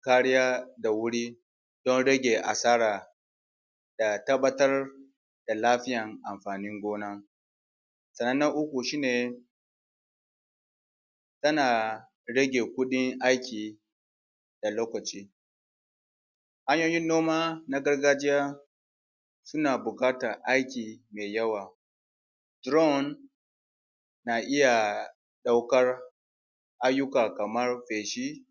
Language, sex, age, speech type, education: Hausa, male, 30-45, spontaneous, tertiary